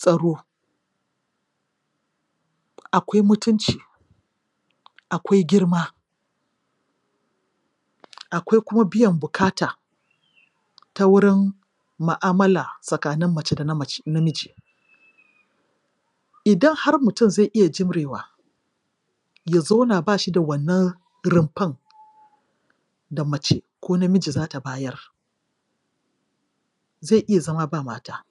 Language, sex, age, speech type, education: Hausa, female, 46-60, spontaneous, tertiary